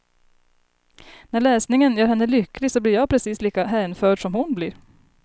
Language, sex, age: Swedish, female, 30